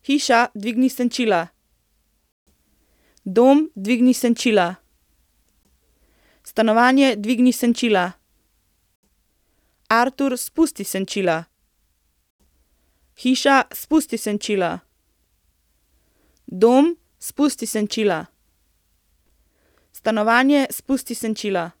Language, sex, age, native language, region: Slovenian, female, 18-29, Slovenian, Central Slovenia